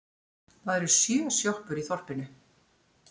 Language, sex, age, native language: Icelandic, female, 60-69, Icelandic